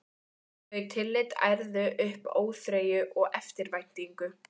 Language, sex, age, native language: Icelandic, female, 14, Icelandic